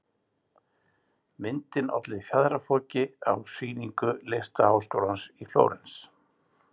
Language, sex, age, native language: Icelandic, male, 60-69, Icelandic